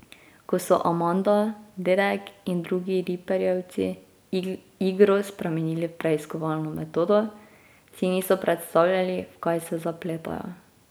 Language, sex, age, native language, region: Slovenian, female, 18-29, Slovenian, Drava region